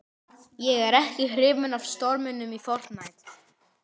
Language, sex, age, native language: Icelandic, male, 18-19, Icelandic